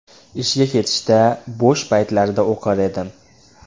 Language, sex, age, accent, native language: Uzbek, male, 18-24, Andijon, Uzbek